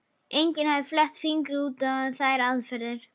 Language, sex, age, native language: Icelandic, female, 11, Icelandic